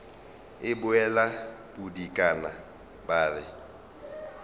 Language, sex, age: Northern Sotho, male, 35